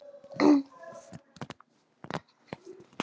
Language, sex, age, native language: Icelandic, female, 11, Icelandic